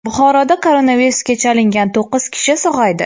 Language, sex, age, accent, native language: Uzbek, female, 19-29, Toshkent shahri, Uzbek